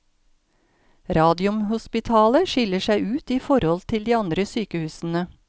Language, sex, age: Norwegian, female, 53